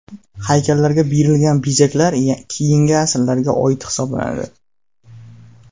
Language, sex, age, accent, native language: Uzbek, male, 18-24, Namangan, Uzbek